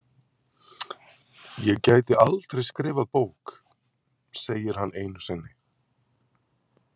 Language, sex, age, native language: Icelandic, male, 40-49, Icelandic